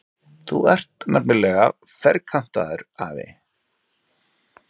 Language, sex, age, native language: Icelandic, male, 40-49, Icelandic